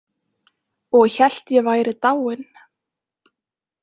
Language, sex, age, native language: Icelandic, female, 20-29, Icelandic